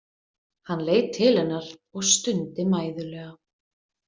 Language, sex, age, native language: Icelandic, female, 20-29, Icelandic